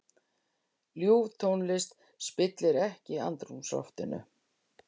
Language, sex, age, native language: Icelandic, female, 60-69, Icelandic